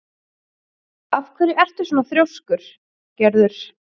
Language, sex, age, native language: Icelandic, female, 30-39, Icelandic